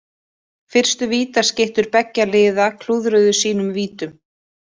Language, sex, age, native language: Icelandic, female, 20-29, Icelandic